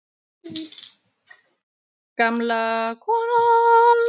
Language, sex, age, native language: Icelandic, female, 7, Icelandic